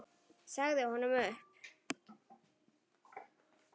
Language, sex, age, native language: Icelandic, male, 9, Icelandic